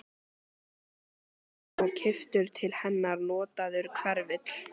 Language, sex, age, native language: Icelandic, female, 14, Icelandic